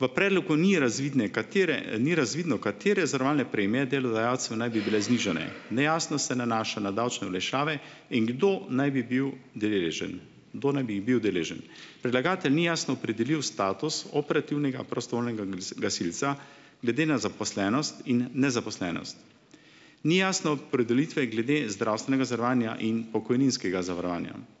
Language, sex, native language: Slovenian, male, Slovenian